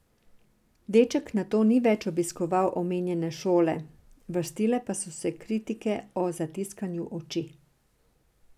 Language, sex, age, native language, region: Slovenian, female, 60+, Serbian, Drava region